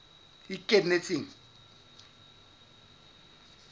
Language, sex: Southern Sotho, male